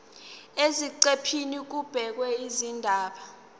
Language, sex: Zulu, female